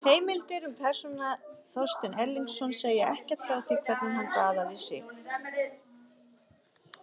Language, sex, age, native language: Icelandic, female, 50-59, Icelandic